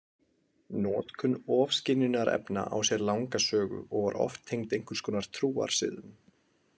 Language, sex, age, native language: Icelandic, male, 20-29, Icelandic